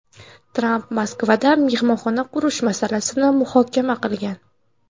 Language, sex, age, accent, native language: Uzbek, female, 18-24, Andijon, Uzbek